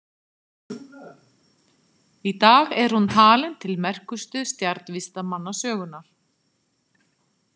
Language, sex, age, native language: Icelandic, female, 50-59, Icelandic